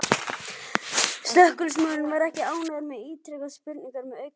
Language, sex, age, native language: Icelandic, other, 11, Icelandic